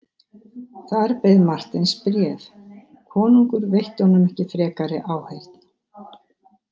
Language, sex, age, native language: Icelandic, female, 60-69, Icelandic